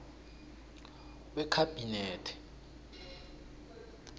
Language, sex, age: South Ndebele, male, 26